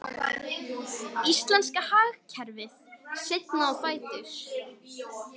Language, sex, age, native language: Icelandic, female, 18-19, Icelandic